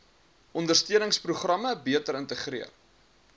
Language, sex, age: Afrikaans, male, 23